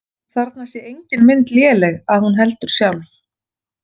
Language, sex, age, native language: Icelandic, female, 40-49, Icelandic